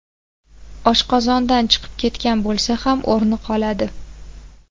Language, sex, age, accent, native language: Uzbek, female, 18-24, Namangan, Uzbek